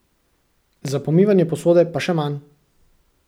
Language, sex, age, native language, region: Slovenian, male, 18-29, Slovenian, Central Slovenia